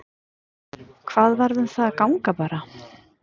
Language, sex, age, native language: Icelandic, female, 50-59, Icelandic